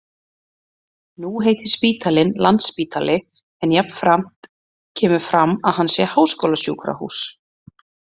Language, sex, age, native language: Icelandic, female, 30-39, Icelandic